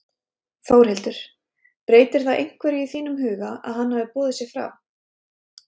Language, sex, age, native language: Icelandic, female, 30-39, Icelandic